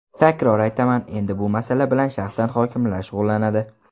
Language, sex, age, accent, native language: Uzbek, male, 18-24, Farg'ona, Uzbek